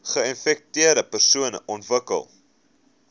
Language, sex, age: Afrikaans, male, 19